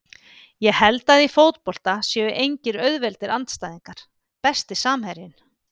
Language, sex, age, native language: Icelandic, female, 50-59, Icelandic